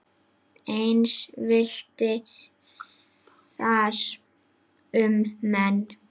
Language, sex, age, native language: Icelandic, female, 9, Icelandic